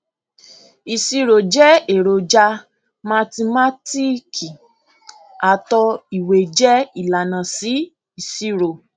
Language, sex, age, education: Yoruba, female, 15-29, tertiary